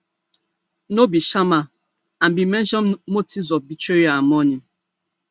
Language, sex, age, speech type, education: Nigerian Pidgin, female, 15-29, spontaneous, tertiary